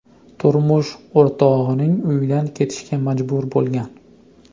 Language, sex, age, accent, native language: Uzbek, male, 25-34, Andijon, Uzbek